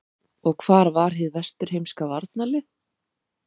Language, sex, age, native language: Icelandic, female, 30-39, Icelandic